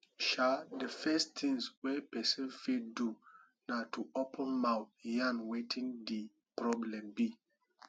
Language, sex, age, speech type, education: Nigerian Pidgin, male, 30-45, spontaneous, tertiary